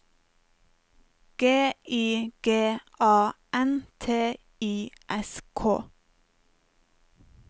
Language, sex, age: Norwegian, female, 30